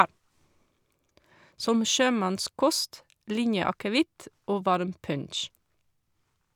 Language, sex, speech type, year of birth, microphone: Norwegian, female, read, 1978, Shure